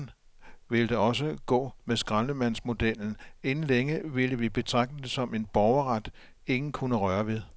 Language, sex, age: Danish, male, 57